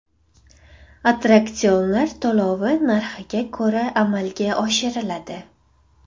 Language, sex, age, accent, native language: Uzbek, female, 18-24, Farg'ona, Uzbek